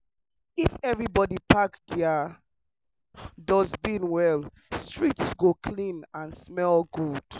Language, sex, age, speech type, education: Nigerian Pidgin, male, 15-29, spontaneous, tertiary